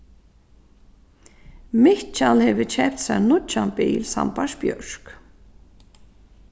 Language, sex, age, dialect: Faroese, female, 36-60, Suðurstreymoy